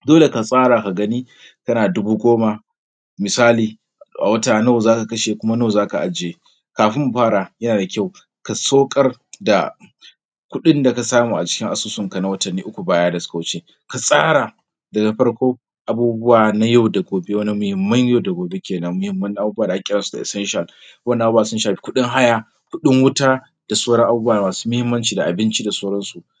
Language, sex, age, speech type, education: Hausa, male, 30-45, spontaneous, secondary